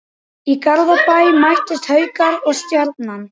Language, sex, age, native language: Icelandic, male, 18-19, Icelandic